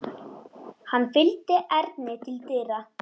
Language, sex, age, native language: Icelandic, female, 10, Icelandic